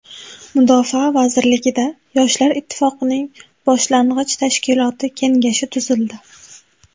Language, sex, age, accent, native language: Uzbek, female, 18-24, Sirdaryo, Uzbek